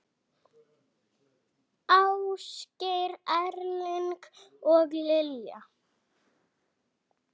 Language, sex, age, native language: Icelandic, female, 6, Icelandic